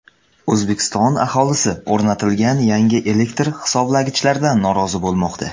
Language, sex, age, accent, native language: Uzbek, male, under 19, Samarqand, Uzbek